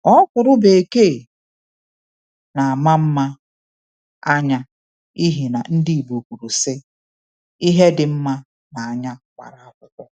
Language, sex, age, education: Igbo, female, 30-45, tertiary